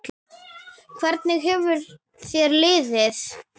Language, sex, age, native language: Icelandic, female, 8, Icelandic